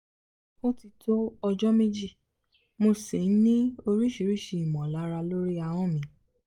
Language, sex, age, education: Yoruba, female, 15-29, tertiary